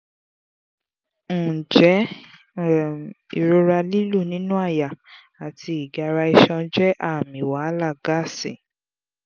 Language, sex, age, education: Yoruba, female, 15-29, tertiary